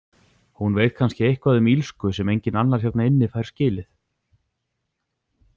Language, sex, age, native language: Icelandic, male, 40-49, Icelandic